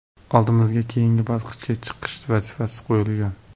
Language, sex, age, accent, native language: Uzbek, male, 18-24, Jizzax, Uzbek